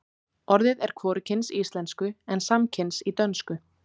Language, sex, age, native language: Icelandic, female, 18-19, Icelandic